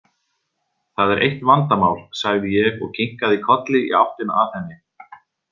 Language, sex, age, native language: Icelandic, male, 40-49, Icelandic